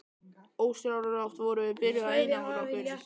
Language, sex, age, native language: Icelandic, male, 12, Icelandic